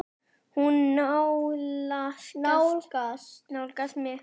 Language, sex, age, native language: Icelandic, female, 10, Icelandic